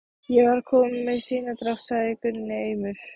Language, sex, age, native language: Icelandic, female, 15, Icelandic